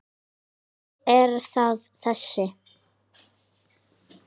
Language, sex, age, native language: Icelandic, female, 10, Icelandic